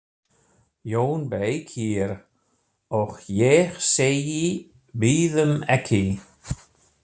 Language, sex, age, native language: Icelandic, male, 60-69, German